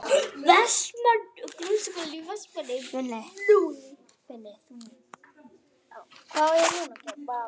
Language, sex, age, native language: Icelandic, female, 40-49, Icelandic